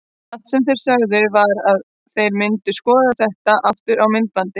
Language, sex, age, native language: Icelandic, female, 30-39, Icelandic